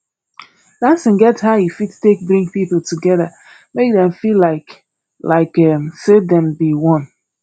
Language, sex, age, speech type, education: Nigerian Pidgin, female, 30-45, spontaneous, tertiary